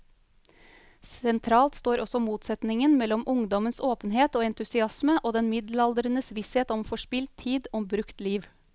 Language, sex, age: Norwegian, female, 35